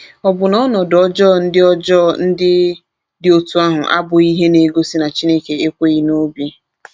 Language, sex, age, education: Igbo, female, 30-45, tertiary